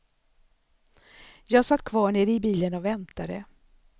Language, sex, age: Swedish, female, 64